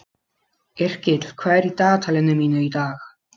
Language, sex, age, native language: Icelandic, male, 12, Polish